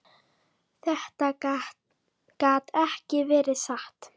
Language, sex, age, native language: Icelandic, female, 10, Icelandic